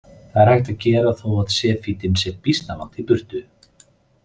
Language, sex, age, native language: Icelandic, male, 30-39, Icelandic